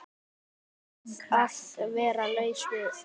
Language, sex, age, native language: Icelandic, male, 10, Icelandic